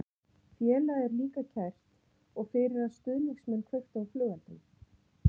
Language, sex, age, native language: Icelandic, female, 40-49, Icelandic